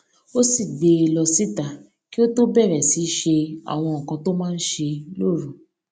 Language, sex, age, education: Yoruba, female, 15-29, tertiary